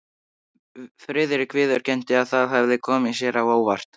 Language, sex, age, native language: Icelandic, male, 13, Icelandic